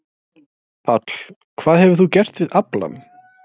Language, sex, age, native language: Icelandic, male, 30-39, Icelandic